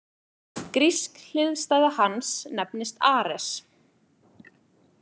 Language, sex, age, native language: Icelandic, female, 20-29, Icelandic